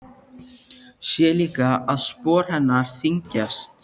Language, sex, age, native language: Icelandic, male, 13, Icelandic